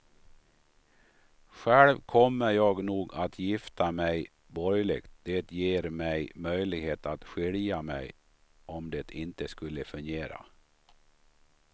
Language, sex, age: Swedish, male, 53